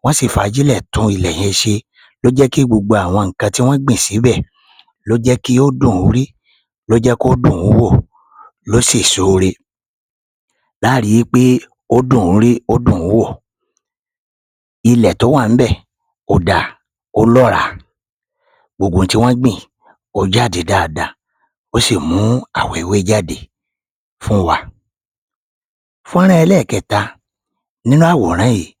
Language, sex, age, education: Yoruba, male, 30-45, tertiary